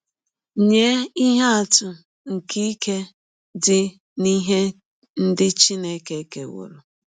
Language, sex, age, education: Igbo, female, 30-45, tertiary